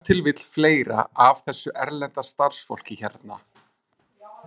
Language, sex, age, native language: Icelandic, male, 20-29, Icelandic